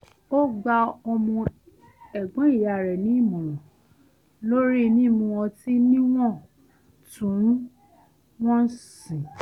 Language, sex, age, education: Yoruba, female, 30-45, tertiary